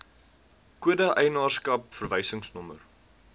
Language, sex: Afrikaans, male